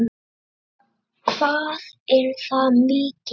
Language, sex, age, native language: Icelandic, male, 9, Icelandic